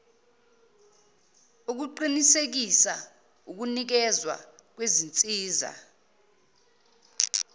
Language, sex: Zulu, female